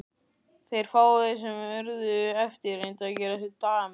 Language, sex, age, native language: Icelandic, male, 14, Icelandic